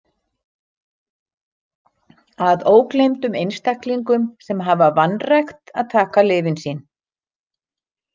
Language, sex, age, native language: Icelandic, female, 60-69, Icelandic